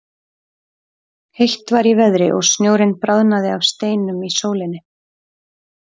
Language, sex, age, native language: Icelandic, female, 30-39, Icelandic